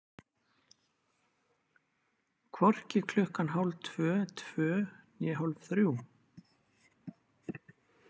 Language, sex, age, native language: Icelandic, male, 40-49, Icelandic